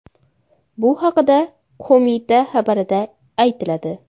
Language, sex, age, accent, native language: Uzbek, female, under 19, Farg'ona, Uzbek